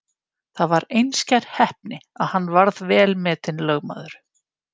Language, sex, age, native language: Icelandic, female, 50-59, Icelandic